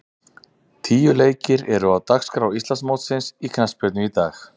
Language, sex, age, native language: Icelandic, male, 30-39, Icelandic